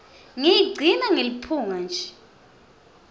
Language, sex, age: Swati, female, 20